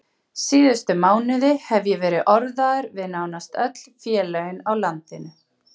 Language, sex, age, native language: Icelandic, female, 40-49, Icelandic